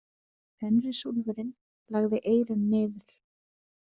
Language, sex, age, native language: Icelandic, female, 30-39, Icelandic